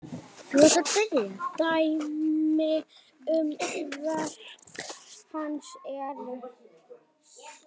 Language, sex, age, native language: Icelandic, female, 9, Icelandic